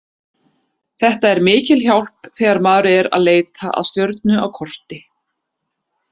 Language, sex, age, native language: Icelandic, female, 30-39, Icelandic